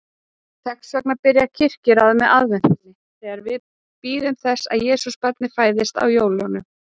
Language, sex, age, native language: Icelandic, female, 30-39, Icelandic